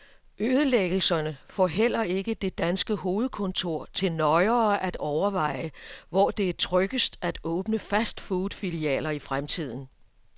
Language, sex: Danish, female